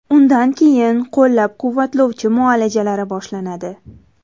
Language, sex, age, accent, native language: Uzbek, female, 18-24, Toshkent viloyati, Uzbek